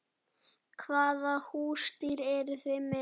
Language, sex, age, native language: Icelandic, male, 7, Icelandic